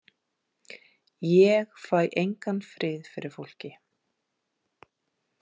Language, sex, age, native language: Icelandic, female, 40-49, Icelandic